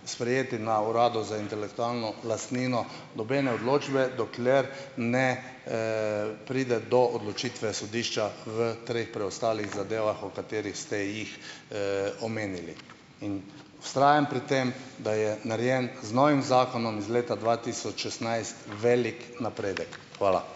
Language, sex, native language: Slovenian, male, Slovenian